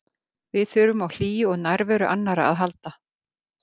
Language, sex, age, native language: Icelandic, female, 50-59, Icelandic